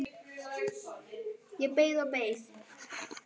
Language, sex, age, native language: Icelandic, male, 9, Icelandic